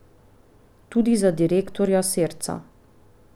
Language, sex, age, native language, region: Slovenian, female, 30-49, Slovenian, Pomurje region